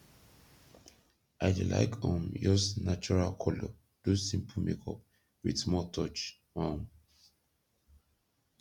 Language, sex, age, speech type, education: Nigerian Pidgin, male, 15-29, spontaneous, secondary